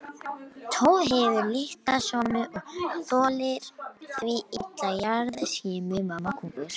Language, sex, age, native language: Icelandic, male, 18-19, Icelandic